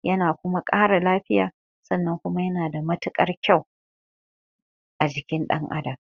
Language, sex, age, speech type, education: Hausa, female, 30-45, spontaneous, tertiary